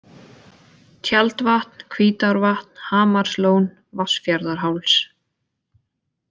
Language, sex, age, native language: Icelandic, female, 20-29, Icelandic